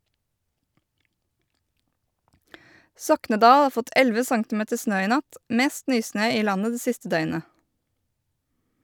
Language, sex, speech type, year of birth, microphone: Norwegian, female, read, 1986, Shure